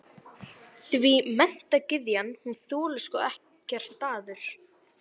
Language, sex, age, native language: Icelandic, female, 11, Icelandic